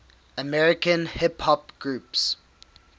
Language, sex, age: English, male, 18